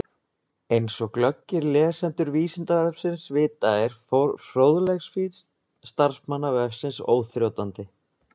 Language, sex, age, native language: Icelandic, male, 20-29, Icelandic